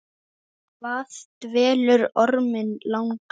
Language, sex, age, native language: Icelandic, male, 8, Icelandic